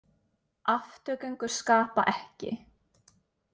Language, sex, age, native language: Icelandic, female, 20-29, Norwegian